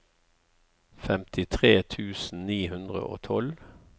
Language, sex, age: Norwegian, male, 54